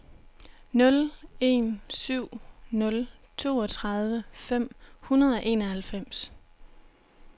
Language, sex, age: Danish, female, 26